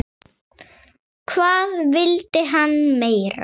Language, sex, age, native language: Icelandic, female, 6, Icelandic